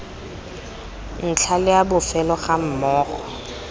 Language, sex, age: Tswana, female, 20